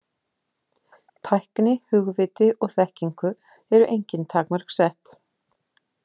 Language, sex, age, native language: Icelandic, female, 50-59, Icelandic